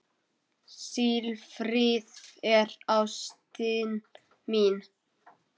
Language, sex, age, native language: Icelandic, male, 9, Icelandic